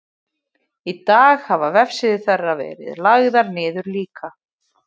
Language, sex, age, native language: Icelandic, female, 20-29, Icelandic